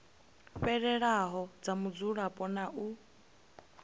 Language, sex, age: Venda, female, 20